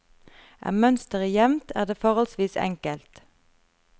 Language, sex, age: Norwegian, female, 33